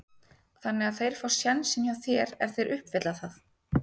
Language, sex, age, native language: Icelandic, female, 30-39, Icelandic